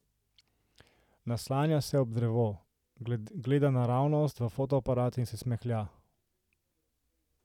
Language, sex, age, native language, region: Slovenian, male, 18-29, Slovenian, Central Slovenia